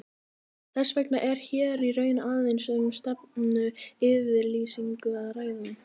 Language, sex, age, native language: Icelandic, female, 18-19, Icelandic